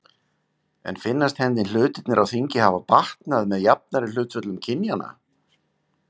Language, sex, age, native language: Icelandic, male, 50-59, Icelandic